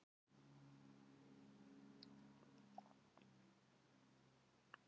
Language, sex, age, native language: Icelandic, female, 40-49, Filipino